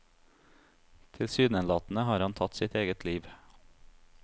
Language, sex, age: Norwegian, male, 30